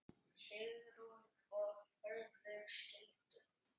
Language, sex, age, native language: Icelandic, male, 10, Icelandic